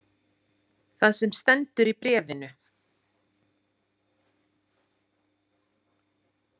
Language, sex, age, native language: Icelandic, female, 40-49, Icelandic